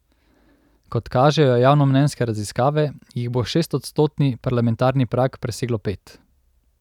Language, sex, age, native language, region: Slovenian, male, 30-49, Slovenian, Central Slovenia